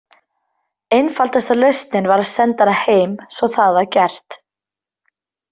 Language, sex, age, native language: Icelandic, female, 20-29, Icelandic